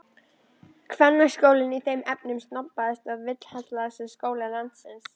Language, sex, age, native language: Icelandic, female, 13, Icelandic